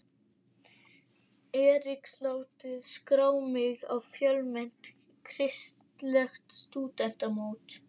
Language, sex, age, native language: Icelandic, female, 11, Icelandic